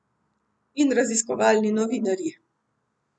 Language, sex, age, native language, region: Slovenian, female, 50-59, Slovenian, Central Slovenia